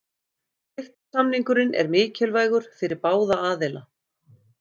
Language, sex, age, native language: Icelandic, female, 50-59, Icelandic